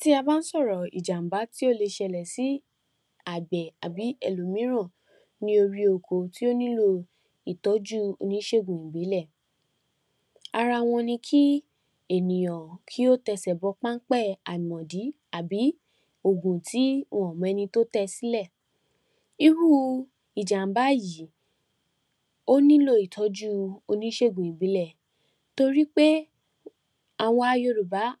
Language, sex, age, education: Yoruba, female, 46-60, tertiary